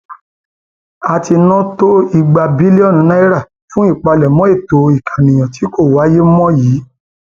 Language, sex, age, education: Yoruba, male, 30-45, tertiary